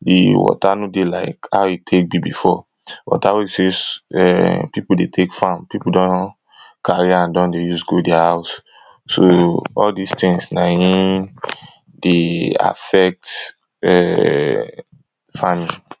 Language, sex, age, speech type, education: Nigerian Pidgin, male, 15-29, spontaneous, tertiary